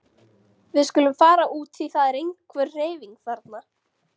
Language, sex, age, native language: Icelandic, female, 13, Icelandic